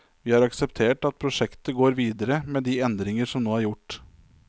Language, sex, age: Norwegian, male, 27